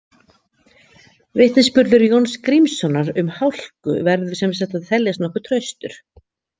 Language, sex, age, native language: Icelandic, female, 50-59, Icelandic